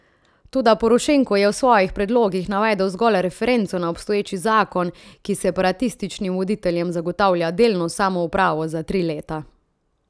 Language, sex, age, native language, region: Slovenian, female, 30-49, Slovenian, Central Slovenia